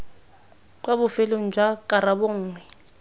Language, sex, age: Tswana, female, 19